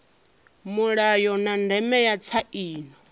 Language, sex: Venda, female